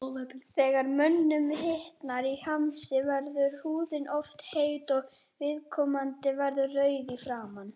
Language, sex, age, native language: Icelandic, male, 30-39, Icelandic